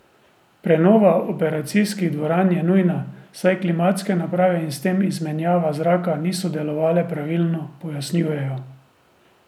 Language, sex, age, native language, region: Slovenian, male, 30-49, Slovenian, Drava region